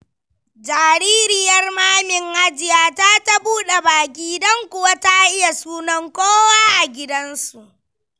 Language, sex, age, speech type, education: Hausa, female, 15-29, read, primary